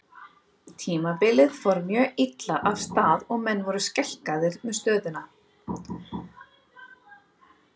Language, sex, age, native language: Icelandic, female, 30-39, Icelandic